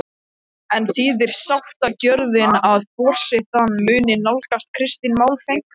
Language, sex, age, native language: Icelandic, male, 13, Icelandic